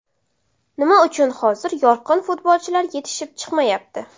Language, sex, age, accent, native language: Uzbek, female, 18-24, Samarqand, Uzbek